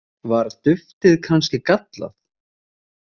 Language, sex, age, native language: Icelandic, male, 30-39, Icelandic